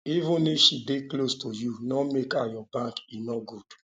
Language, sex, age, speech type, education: Nigerian Pidgin, male, 30-45, spontaneous, tertiary